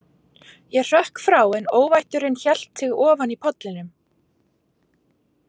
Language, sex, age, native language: Icelandic, female, 40-49, Icelandic